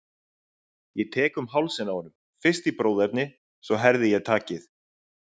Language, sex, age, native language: Icelandic, male, 30-39, Icelandic